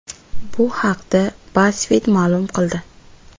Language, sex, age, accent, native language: Uzbek, female, 18-24, Buxoro, Uzbek